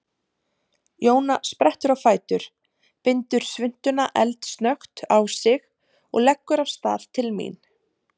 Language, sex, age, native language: Icelandic, female, 30-39, Icelandic